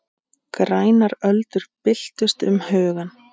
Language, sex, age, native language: Icelandic, male, 8, Icelandic